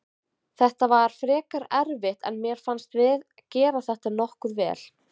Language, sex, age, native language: Icelandic, female, 20-29, Icelandic